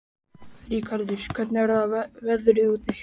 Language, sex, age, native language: Icelandic, male, 14, Icelandic